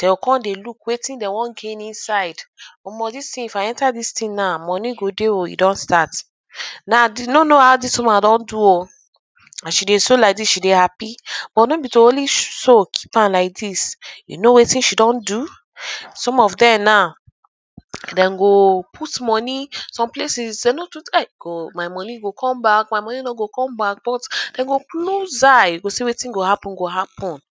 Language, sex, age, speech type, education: Nigerian Pidgin, female, 15-29, spontaneous, tertiary